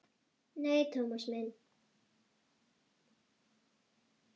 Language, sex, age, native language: Icelandic, female, 9, Icelandic